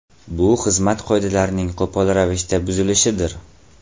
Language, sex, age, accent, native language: Uzbek, male, 18-24, Farg'ona, Uzbek